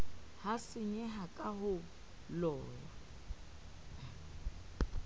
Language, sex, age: Southern Sotho, female, 30